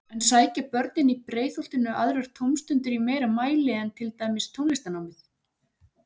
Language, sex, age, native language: Icelandic, female, 40-49, Icelandic